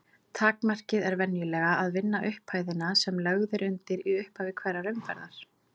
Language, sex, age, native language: Icelandic, female, 40-49, Icelandic